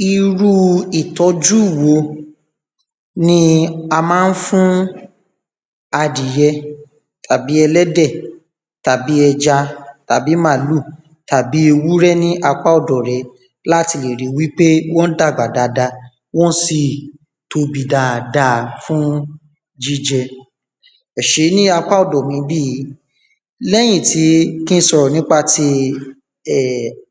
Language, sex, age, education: Yoruba, male, 15-29, tertiary